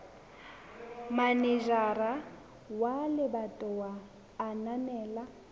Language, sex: Southern Sotho, female